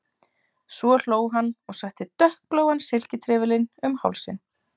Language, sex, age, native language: Icelandic, female, 30-39, Icelandic